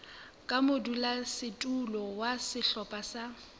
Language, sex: Southern Sotho, female